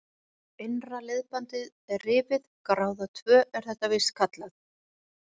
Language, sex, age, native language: Icelandic, female, 40-49, Icelandic